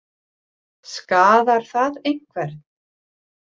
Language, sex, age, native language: Icelandic, female, 40-49, Icelandic